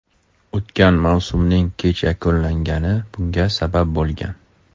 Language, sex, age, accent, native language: Uzbek, male, 35+, Toshkent shahri, Uzbek